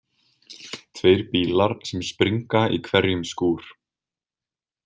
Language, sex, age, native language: Icelandic, male, 20-29, Icelandic